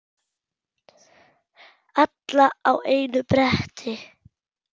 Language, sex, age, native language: Icelandic, male, 8, German